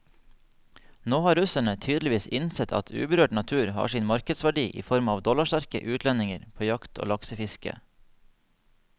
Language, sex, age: Norwegian, male, 30